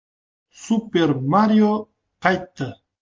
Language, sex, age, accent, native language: Uzbek, male, 25-34, Toshkent shahri, Uzbek